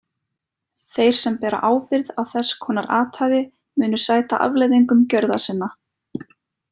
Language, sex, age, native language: Icelandic, female, 20-29, Icelandic